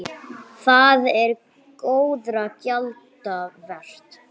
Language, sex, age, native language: Icelandic, male, 9, English